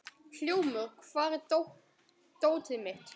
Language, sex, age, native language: Icelandic, male, 12, Icelandic